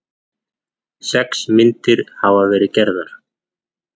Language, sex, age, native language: Icelandic, male, 40-49, Icelandic